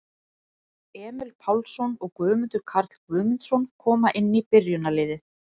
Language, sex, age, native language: Icelandic, female, 40-49, Icelandic